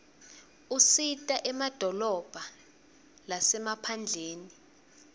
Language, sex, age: Swati, female, 22